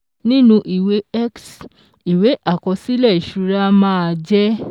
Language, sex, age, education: Yoruba, female, 15-29, secondary